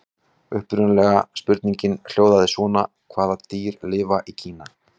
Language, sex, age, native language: Icelandic, male, 40-49, Icelandic